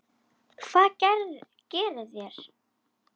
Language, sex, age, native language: Icelandic, female, 10, Icelandic